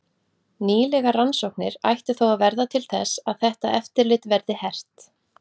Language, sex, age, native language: Icelandic, female, 40-49, Icelandic